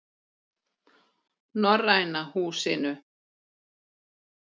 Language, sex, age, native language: Icelandic, female, 40-49, Icelandic